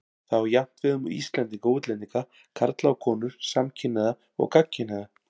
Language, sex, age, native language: Icelandic, male, 40-49, Icelandic